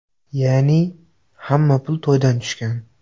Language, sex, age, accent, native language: Uzbek, male, 18-24, Xorazm, Uzbek